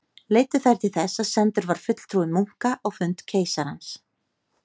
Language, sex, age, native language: Icelandic, female, 30-39, Icelandic